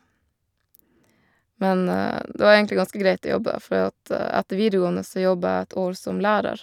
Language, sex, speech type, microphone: Norwegian, female, spontaneous, Shure